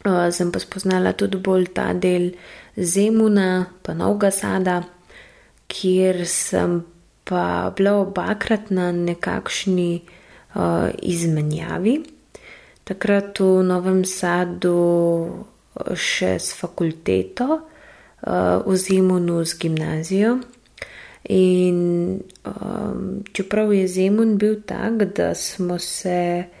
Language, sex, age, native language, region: Slovenian, female, 18-29, Slovenian, Gorenjska region